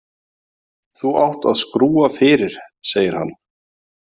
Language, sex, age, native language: Icelandic, male, 40-49, Icelandic